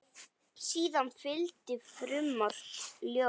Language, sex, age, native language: Icelandic, female, 8, Icelandic